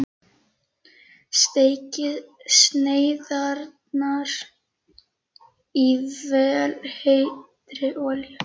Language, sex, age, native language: Icelandic, female, 11, Icelandic